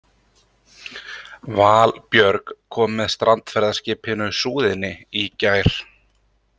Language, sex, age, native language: Icelandic, male, 30-39, Icelandic